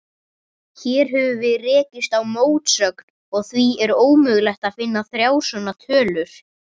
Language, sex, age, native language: Icelandic, female, 30-39, Icelandic